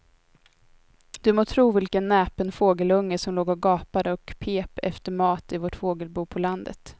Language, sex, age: Swedish, female, 22